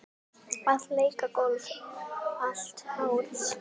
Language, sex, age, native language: Icelandic, female, 10, Icelandic